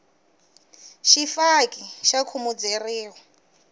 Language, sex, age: Tsonga, female, 19